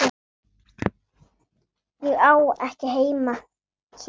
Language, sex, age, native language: Icelandic, female, 8, Icelandic